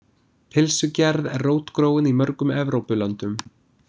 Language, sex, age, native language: Icelandic, male, 20-29, English